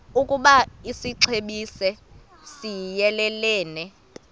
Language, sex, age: Xhosa, female, 24